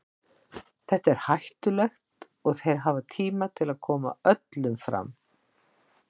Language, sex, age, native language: Icelandic, female, 60-69, Icelandic